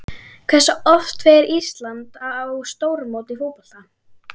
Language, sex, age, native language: Icelandic, female, 12, Icelandic